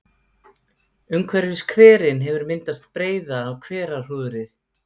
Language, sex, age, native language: Icelandic, female, 50-59, Icelandic